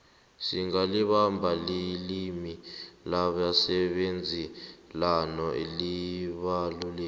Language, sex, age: South Ndebele, male, 18